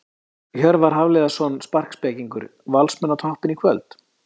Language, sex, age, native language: Icelandic, male, 30-39, Icelandic